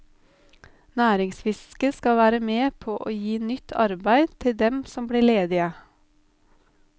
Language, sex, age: Norwegian, female, 32